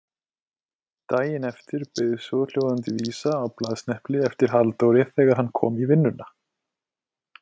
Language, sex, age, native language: Icelandic, male, 20-29, Icelandic